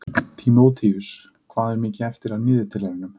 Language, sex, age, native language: Icelandic, male, 30-39, Icelandic